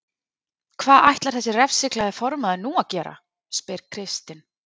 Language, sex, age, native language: Icelandic, female, 30-39, Icelandic